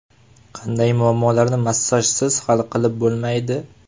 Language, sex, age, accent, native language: Uzbek, male, 18-24, Farg'ona, Uzbek